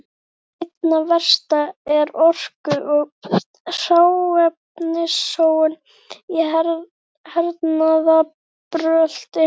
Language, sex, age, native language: Icelandic, female, 11, Icelandic